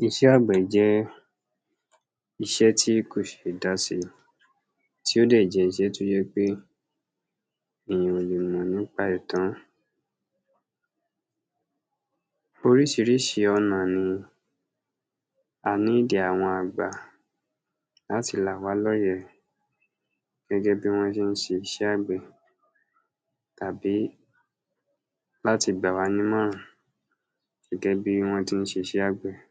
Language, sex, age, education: Yoruba, male, 46-60, tertiary